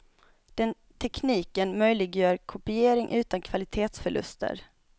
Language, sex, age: Swedish, female, 25